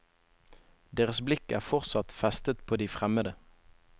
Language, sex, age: Norwegian, male, 21